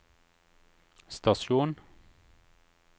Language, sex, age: Norwegian, male, 36